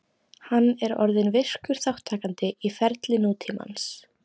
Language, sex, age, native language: Icelandic, female, 18-19, Icelandic